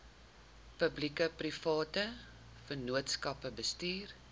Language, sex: Afrikaans, female